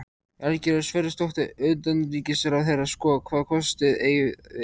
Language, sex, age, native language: Icelandic, male, 14, Icelandic